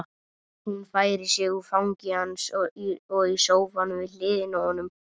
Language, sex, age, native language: Icelandic, male, 18-19, Icelandic